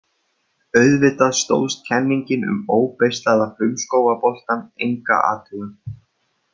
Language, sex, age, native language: Icelandic, male, 30-39, Icelandic